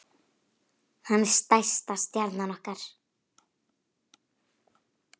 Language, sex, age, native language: Icelandic, female, 9, Icelandic